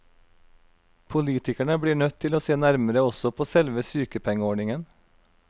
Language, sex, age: Norwegian, male, 32